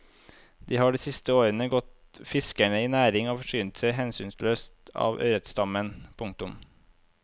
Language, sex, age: Norwegian, male, 25